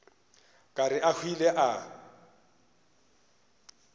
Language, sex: Northern Sotho, male